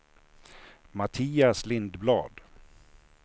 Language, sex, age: Swedish, male, 56